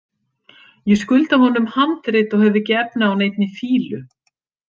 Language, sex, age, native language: Icelandic, female, 50-59, Icelandic